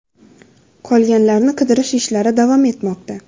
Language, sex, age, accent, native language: Uzbek, female, 19-29, Xorazm, Uzbek